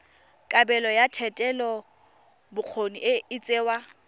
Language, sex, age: Tswana, female, 23